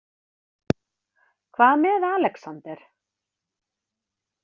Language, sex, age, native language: Icelandic, female, 30-39, Icelandic